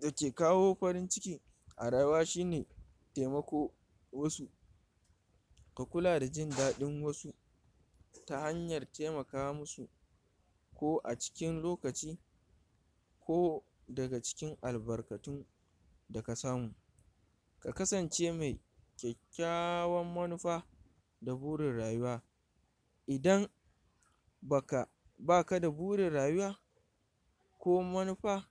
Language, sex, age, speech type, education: Hausa, male, 46-60, spontaneous, tertiary